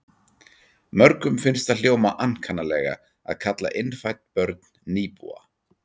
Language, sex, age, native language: Icelandic, male, 40-49, Icelandic